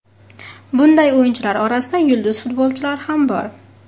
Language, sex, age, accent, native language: Uzbek, female, 18-24, Farg'ona, Uzbek